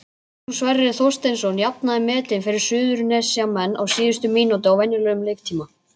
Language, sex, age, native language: Icelandic, female, 20-29, Icelandic